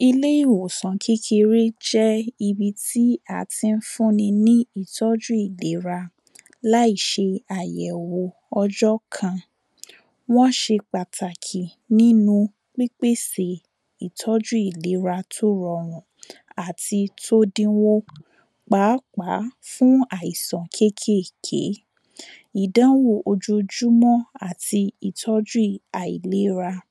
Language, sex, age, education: Yoruba, female, 15-29, tertiary